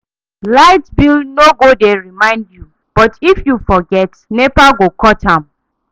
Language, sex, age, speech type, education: Nigerian Pidgin, female, 30-45, read, tertiary